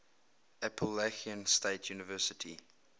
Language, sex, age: English, male, 22